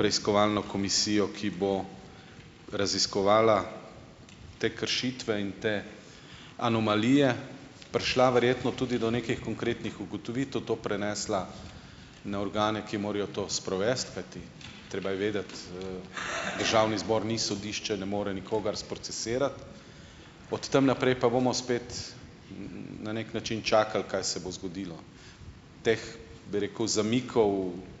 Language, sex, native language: Slovenian, male, Slovenian